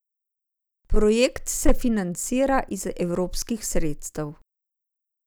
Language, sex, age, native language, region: Slovenian, female, 50-59, Slovenian, Zasavska region